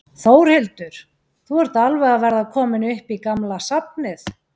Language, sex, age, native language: Icelandic, female, 40-49, Icelandic